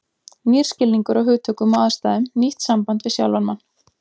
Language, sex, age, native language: Icelandic, female, 20-29, Icelandic